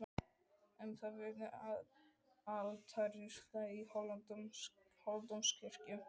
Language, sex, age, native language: Icelandic, male, 12, Icelandic